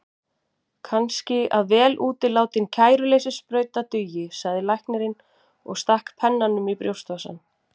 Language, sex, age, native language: Icelandic, female, 40-49, Icelandic